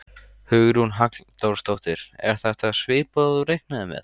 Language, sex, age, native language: Icelandic, male, 14, Icelandic